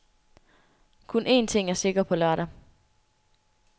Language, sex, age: Danish, female, 24